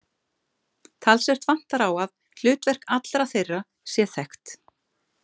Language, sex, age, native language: Icelandic, female, 50-59, Icelandic